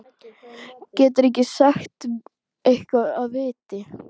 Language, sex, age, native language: Icelandic, female, 12, Icelandic